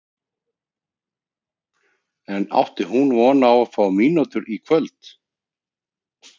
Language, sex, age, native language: Icelandic, male, 30-39, Icelandic